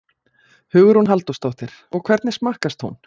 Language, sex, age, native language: Icelandic, female, 40-49, Icelandic